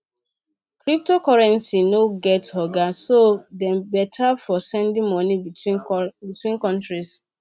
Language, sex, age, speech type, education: Nigerian Pidgin, female, 15-29, spontaneous, secondary